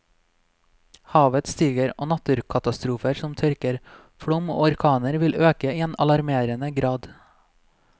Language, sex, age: Norwegian, male, 26